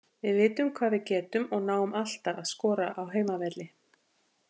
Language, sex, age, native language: Icelandic, female, 50-59, Icelandic